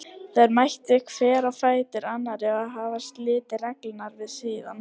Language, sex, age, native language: Icelandic, female, 70-79, Icelandic